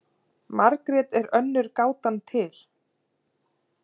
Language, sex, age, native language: Icelandic, female, 30-39, Icelandic